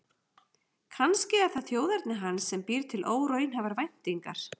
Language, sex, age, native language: Icelandic, female, 40-49, Icelandic